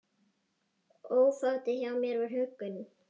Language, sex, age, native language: Icelandic, female, 9, Icelandic